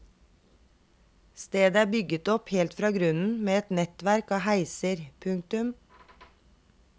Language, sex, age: Norwegian, female, 32